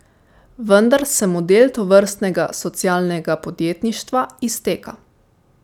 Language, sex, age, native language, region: Slovenian, female, 18-29, Slovenian, Savinja region